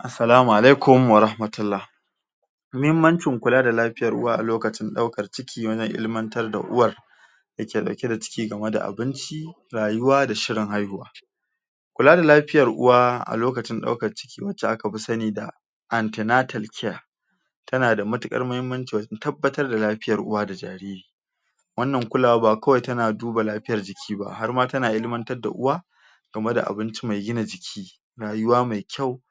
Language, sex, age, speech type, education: Hausa, male, 46-60, spontaneous, tertiary